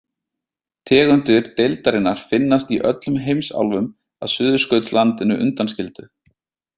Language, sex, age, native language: Icelandic, male, 30-39, Icelandic